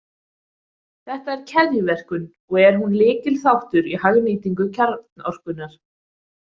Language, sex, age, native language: Icelandic, female, 20-29, Icelandic